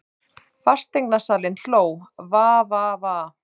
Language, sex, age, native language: Icelandic, male, 30-39, Icelandic